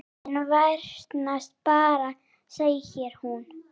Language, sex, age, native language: Icelandic, female, 8, Icelandic